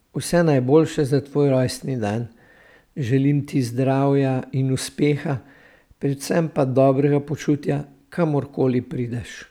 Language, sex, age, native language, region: Slovenian, male, 60+, Slovenian, Central Slovenia